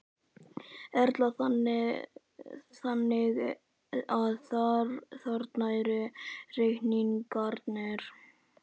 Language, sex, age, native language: Icelandic, male, 11, Icelandic